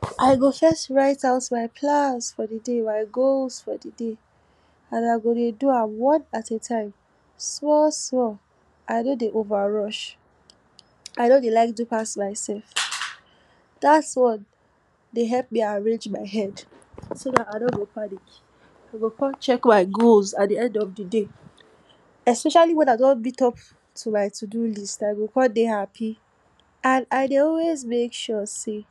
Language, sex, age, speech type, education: Nigerian Pidgin, female, 46-60, spontaneous, tertiary